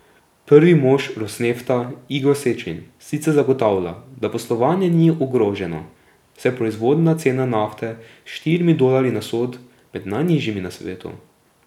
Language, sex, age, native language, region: Slovenian, male, 18-29, Slovenian, Drava region